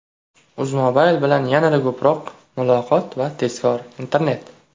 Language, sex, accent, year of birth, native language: Uzbek, male, Toshkent viloyati, 2000, Uzbek